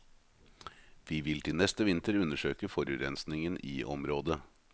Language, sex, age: Norwegian, male, 38